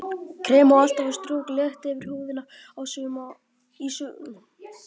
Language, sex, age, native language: Icelandic, female, 50-59, Icelandic